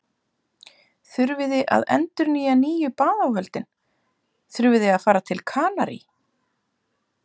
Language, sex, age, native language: Icelandic, female, 30-39, Icelandic